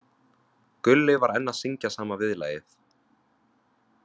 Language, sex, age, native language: Icelandic, male, 20-29, Vietnamese